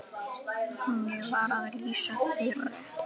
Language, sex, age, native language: Icelandic, female, 8, Icelandic